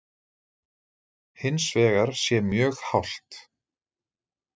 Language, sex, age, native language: Icelandic, male, 30-39, Icelandic